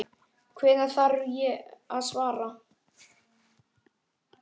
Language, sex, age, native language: Icelandic, male, 9, Icelandic